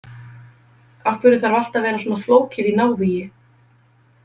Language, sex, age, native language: Icelandic, female, 50-59, Icelandic